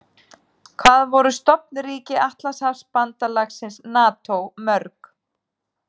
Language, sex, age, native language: Icelandic, female, 30-39, Icelandic